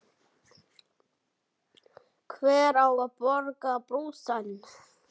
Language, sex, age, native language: Icelandic, male, 7, Icelandic